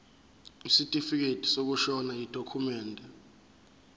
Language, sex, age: Zulu, male, 24